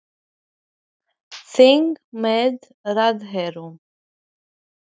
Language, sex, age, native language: Icelandic, female, 30-39, Icelandic